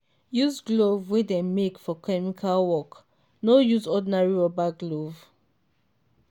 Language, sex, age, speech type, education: Nigerian Pidgin, female, 15-29, spontaneous, tertiary